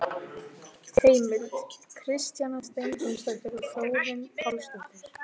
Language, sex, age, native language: Icelandic, female, 14, Icelandic